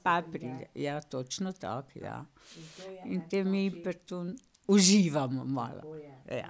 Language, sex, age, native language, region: Slovenian, female, 60+, Slovenian, Pomurje region